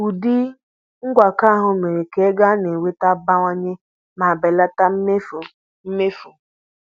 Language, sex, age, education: Igbo, female, 15-29, tertiary